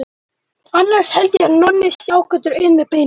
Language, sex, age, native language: Icelandic, male, 12, Icelandic